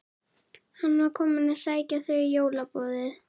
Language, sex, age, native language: Icelandic, female, 11, Icelandic